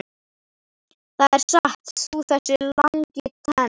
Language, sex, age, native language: Icelandic, male, 11, Icelandic